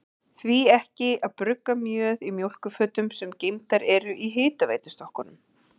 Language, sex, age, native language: Icelandic, female, 40-49, Icelandic